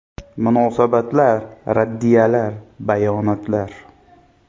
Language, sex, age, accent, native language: Uzbek, male, 25-34, Xorazm, Uzbek